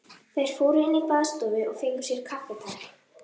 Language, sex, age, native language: Icelandic, female, 11, Icelandic